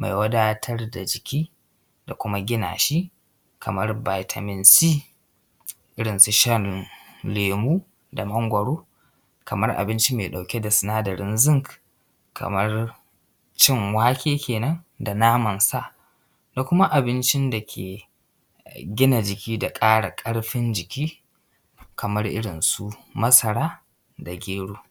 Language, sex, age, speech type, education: Hausa, male, 15-29, spontaneous, secondary